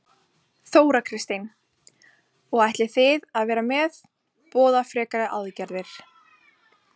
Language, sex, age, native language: Icelandic, female, 20-29, Icelandic